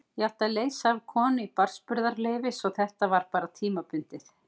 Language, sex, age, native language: Icelandic, female, 50-59, Icelandic